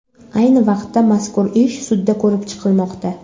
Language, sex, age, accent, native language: Uzbek, female, under 19, Samarqand, Uzbek